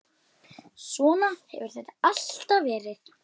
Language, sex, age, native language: Icelandic, female, 8, Icelandic